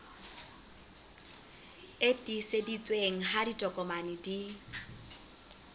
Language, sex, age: Southern Sotho, female, 25